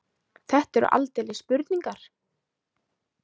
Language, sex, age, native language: Icelandic, female, 20-29, Icelandic